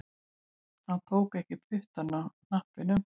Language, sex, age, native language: Icelandic, female, 60-69, Icelandic